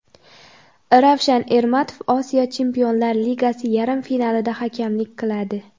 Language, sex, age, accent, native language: Uzbek, female, under 19, Xorazm, Uzbek